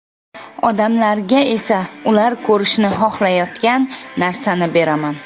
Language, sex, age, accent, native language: Uzbek, female, 25-34, Samarqand, Uzbek